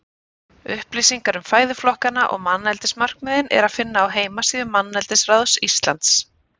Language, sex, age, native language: Icelandic, female, 30-39, Icelandic